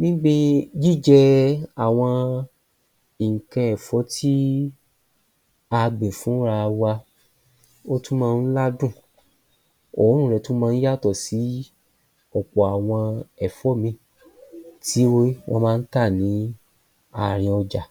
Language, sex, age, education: Yoruba, male, 30-45, tertiary